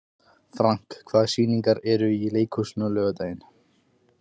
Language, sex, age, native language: Icelandic, male, 20-29, Icelandic